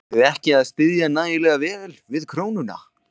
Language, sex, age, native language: Icelandic, male, 20-29, Icelandic